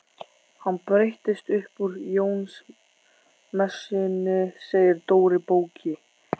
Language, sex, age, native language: Icelandic, male, 14, Icelandic